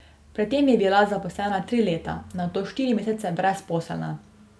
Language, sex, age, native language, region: Slovenian, female, 18-29, Slovenian, Drava region